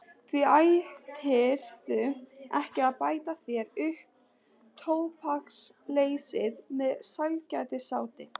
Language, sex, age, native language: Icelandic, female, 13, Icelandic